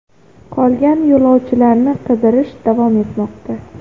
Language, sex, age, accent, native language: Uzbek, female, under 19, Xorazm, Uzbek